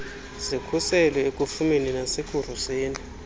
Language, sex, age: Xhosa, male, 26